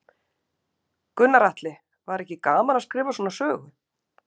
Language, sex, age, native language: Icelandic, female, 50-59, Icelandic